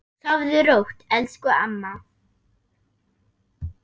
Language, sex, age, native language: Icelandic, female, 8, German